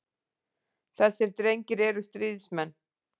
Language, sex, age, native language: Icelandic, female, 40-49, Icelandic